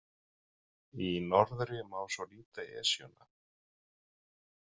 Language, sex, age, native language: Icelandic, male, 40-49, Icelandic